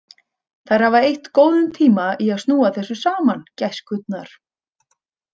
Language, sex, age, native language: Icelandic, female, 30-39, Icelandic